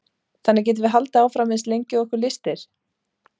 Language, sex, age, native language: Icelandic, female, 30-39, Icelandic